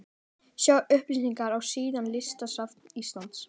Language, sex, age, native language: Icelandic, female, 18-19, Icelandic